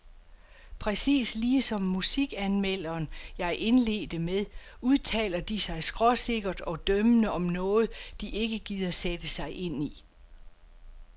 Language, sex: Danish, female